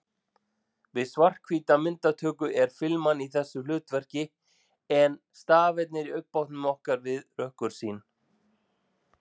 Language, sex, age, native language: Icelandic, male, 40-49, Icelandic